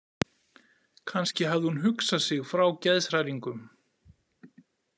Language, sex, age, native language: Icelandic, male, 40-49, Icelandic